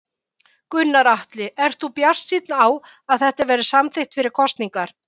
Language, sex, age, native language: Icelandic, female, 50-59, Icelandic